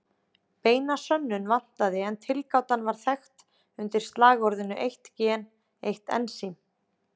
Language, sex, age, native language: Icelandic, female, 30-39, Icelandic